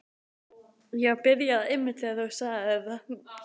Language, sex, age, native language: Icelandic, female, 18-19, Icelandic